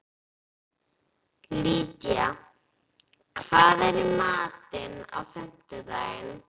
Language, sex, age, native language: Icelandic, female, 11, Icelandic